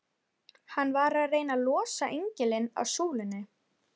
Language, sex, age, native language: Icelandic, female, 11, Icelandic